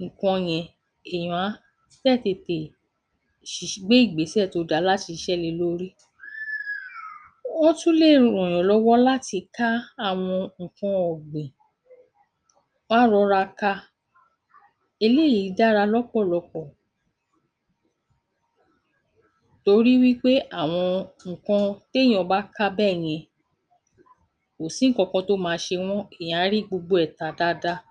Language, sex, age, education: Yoruba, female, 46-60, tertiary